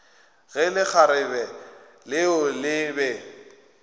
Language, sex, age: Northern Sotho, male, 21